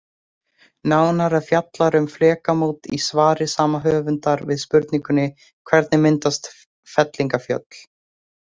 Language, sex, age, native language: Icelandic, female, 18-19, Icelandic